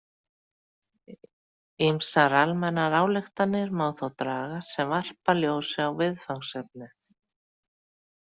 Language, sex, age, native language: Icelandic, female, 40-49, Icelandic